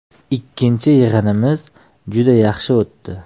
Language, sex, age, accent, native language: Uzbek, male, 35+, Toshkent shahri, Uzbek